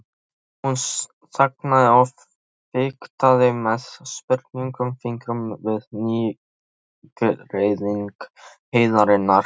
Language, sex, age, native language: Icelandic, male, 13, Icelandic